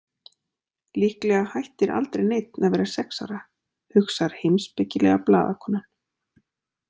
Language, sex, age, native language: Icelandic, female, 40-49, Icelandic